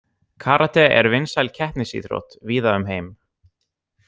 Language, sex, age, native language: Icelandic, other, 18-19, Icelandic